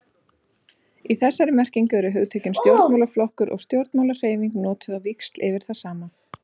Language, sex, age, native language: Icelandic, female, 30-39, Icelandic